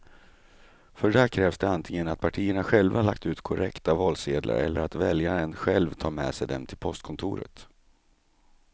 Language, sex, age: Swedish, male, 35